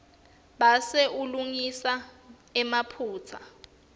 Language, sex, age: Swati, female, 19